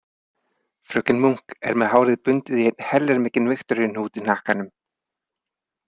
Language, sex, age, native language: Icelandic, male, 30-39, Icelandic